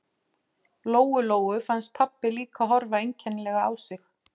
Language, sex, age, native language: Icelandic, female, 40-49, Icelandic